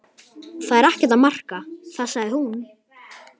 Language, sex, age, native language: Icelandic, male, 11, Icelandic